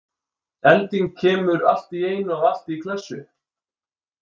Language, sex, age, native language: Icelandic, male, 20-29, Icelandic